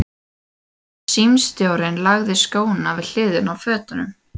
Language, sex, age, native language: Icelandic, female, 18-19, Icelandic